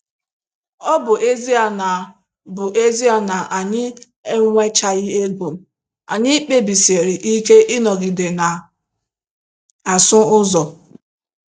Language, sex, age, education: Igbo, female, 15-29, tertiary